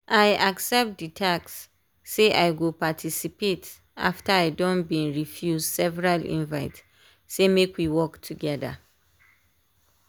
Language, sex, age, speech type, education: Nigerian Pidgin, female, 15-29, spontaneous, tertiary